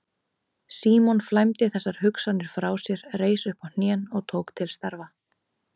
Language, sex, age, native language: Icelandic, female, 30-39, Icelandic